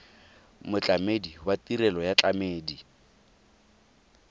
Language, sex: Tswana, male